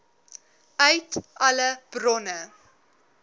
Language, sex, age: Afrikaans, female, 19